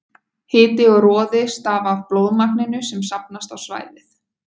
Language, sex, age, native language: Icelandic, female, 20-29, Icelandic